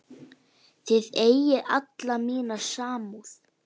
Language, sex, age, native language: Icelandic, female, 9, Icelandic